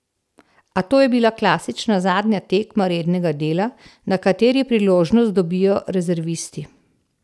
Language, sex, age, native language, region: Slovenian, female, 60+, Slovenian, Central Slovenia